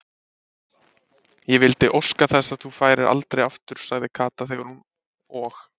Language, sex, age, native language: Icelandic, male, 30-39, Icelandic